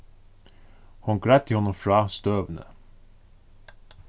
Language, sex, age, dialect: Faroese, male, 36-60, Suðurstreymoy